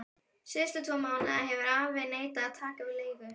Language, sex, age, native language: Icelandic, female, 12, Icelandic